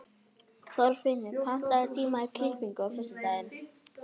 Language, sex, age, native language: Icelandic, female, 11, Icelandic